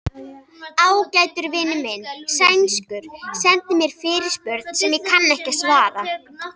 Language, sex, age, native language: Icelandic, female, 30-39, Icelandic